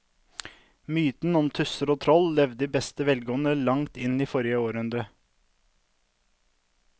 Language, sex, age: Norwegian, male, 32